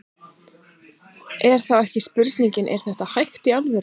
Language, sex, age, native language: Icelandic, female, 30-39, Icelandic